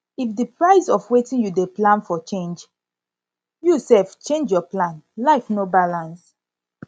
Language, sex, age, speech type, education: Nigerian Pidgin, female, 15-29, spontaneous, tertiary